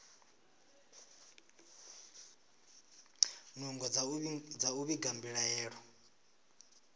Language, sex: Venda, male